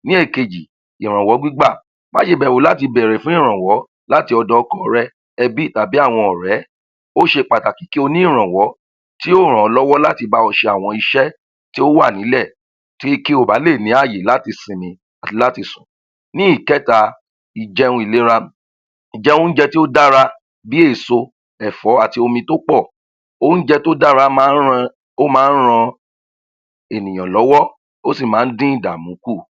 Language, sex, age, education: Yoruba, male, 30-45, tertiary